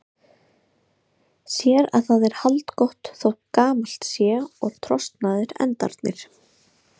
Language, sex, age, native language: Icelandic, female, 30-39, Icelandic